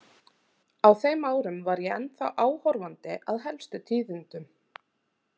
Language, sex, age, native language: Icelandic, female, 30-39, Icelandic